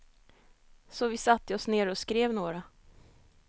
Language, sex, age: Swedish, female, 22